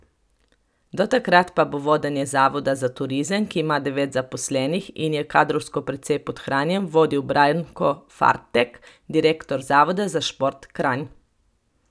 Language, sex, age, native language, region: Slovenian, female, 30-49, Slovenian, Coastal Karst region